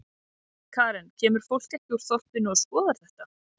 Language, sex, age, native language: Icelandic, female, 30-39, Icelandic